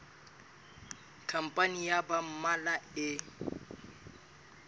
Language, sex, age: Southern Sotho, male, 25